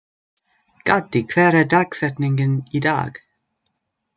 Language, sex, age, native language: Icelandic, other, 20-29, English